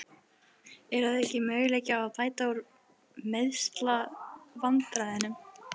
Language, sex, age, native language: Icelandic, female, 11, Icelandic